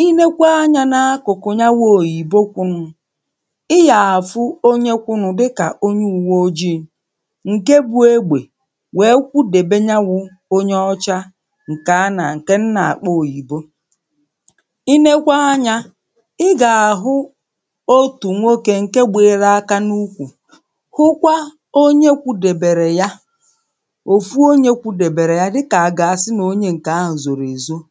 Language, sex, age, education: Igbo, female, 30-45, primary